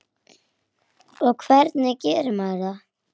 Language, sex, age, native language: Icelandic, female, 8, Icelandic